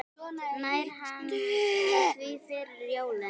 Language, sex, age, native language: Icelandic, female, 9, Icelandic